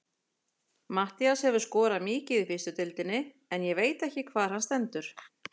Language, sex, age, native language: Icelandic, female, 40-49, Icelandic